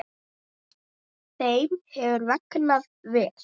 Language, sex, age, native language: Icelandic, male, 8, Icelandic